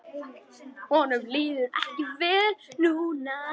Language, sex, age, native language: Icelandic, male, 10, Icelandic